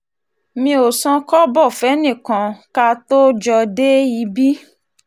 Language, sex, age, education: Yoruba, female, 30-45, tertiary